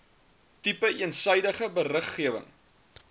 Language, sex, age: Afrikaans, male, 23